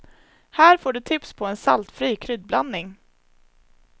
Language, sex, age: Swedish, female, 21